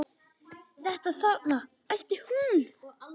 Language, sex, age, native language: Icelandic, male, 10, Icelandic